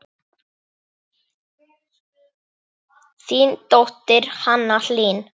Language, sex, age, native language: Icelandic, male, 8, Icelandic